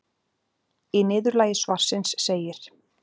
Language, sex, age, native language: Icelandic, female, 40-49, Icelandic